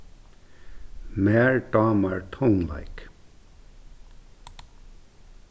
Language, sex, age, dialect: Faroese, male, 36-60, Suðurstreymoy